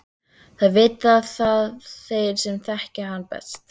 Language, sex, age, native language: Icelandic, female, 13, Icelandic